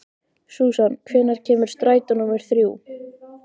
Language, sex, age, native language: Icelandic, female, 15, Icelandic